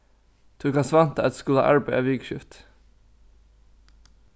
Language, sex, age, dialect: Faroese, male, 15-35, Norðuroyggjar